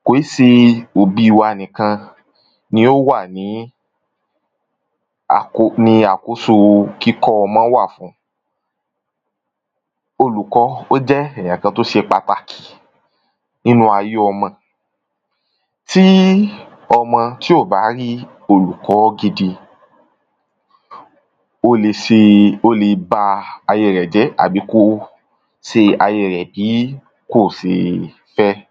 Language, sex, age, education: Yoruba, male, 15-29, tertiary